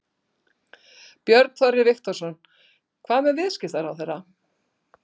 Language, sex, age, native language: Icelandic, female, 60-69, Icelandic